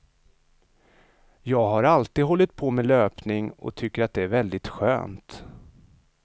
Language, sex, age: Swedish, male, 35